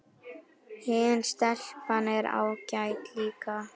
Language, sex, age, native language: Icelandic, female, 9, Icelandic